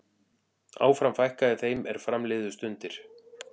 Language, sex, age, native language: Icelandic, male, 40-49, Icelandic